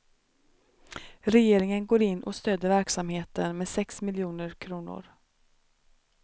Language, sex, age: Swedish, female, 29